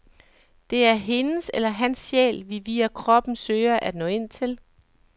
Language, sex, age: Danish, male, 37